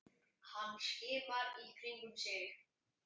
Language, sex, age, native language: Icelandic, male, 10, Icelandic